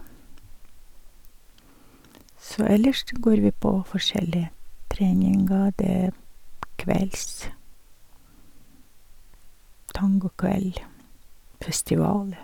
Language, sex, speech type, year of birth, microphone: Norwegian, female, spontaneous, 1951, Sennheiser